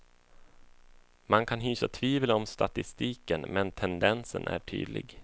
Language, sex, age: Swedish, male, 24